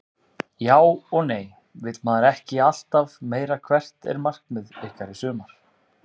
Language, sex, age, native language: Icelandic, male, 30-39, Icelandic